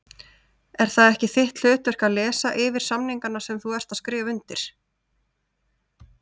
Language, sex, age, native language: Icelandic, female, 30-39, Icelandic